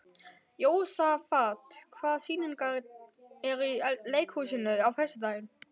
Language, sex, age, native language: Icelandic, male, 12, Icelandic